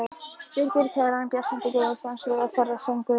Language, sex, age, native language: Icelandic, female, 11, Icelandic